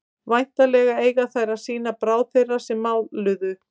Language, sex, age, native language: Icelandic, female, 50-59, Icelandic